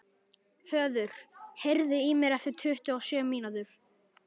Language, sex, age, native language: Icelandic, male, 11, Icelandic